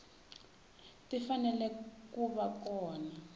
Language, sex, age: Tsonga, female, 18